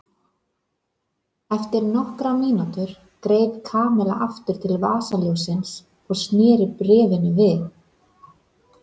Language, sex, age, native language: Icelandic, female, 30-39, Icelandic